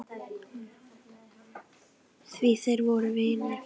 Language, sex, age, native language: Icelandic, female, 10, Icelandic